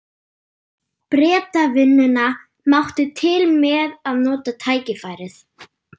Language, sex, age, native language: Icelandic, female, 9, German